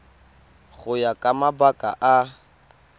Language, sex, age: Tswana, male, 19